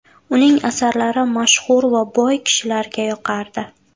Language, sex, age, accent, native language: Uzbek, female, 18-24, Buxoro, Uzbek